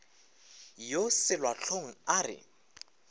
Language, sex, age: Northern Sotho, male, 24